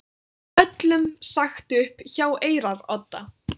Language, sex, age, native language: Icelandic, female, 18-19, Icelandic